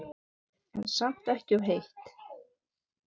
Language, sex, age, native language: Icelandic, female, 9, Icelandic